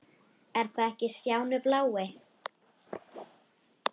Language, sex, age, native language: Icelandic, female, 10, Icelandic